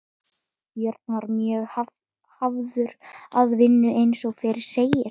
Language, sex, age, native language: Icelandic, female, 12, Icelandic